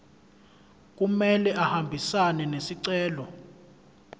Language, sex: Zulu, male